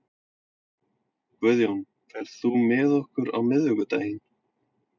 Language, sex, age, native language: Icelandic, male, 30-39, Icelandic